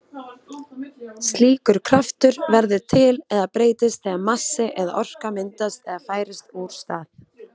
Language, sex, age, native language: Icelandic, female, 20-29, Icelandic